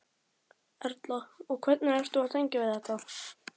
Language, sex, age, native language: Icelandic, male, 11, Icelandic